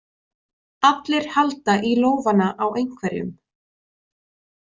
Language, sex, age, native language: Icelandic, female, 20-29, Icelandic